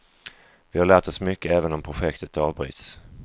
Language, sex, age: Swedish, male, 35